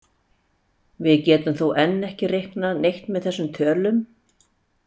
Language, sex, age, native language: Icelandic, female, 60-69, Icelandic